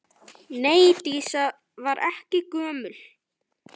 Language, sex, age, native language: Icelandic, male, 9, Icelandic